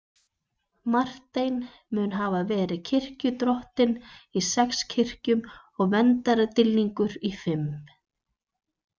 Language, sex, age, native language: Icelandic, female, 20-29, Icelandic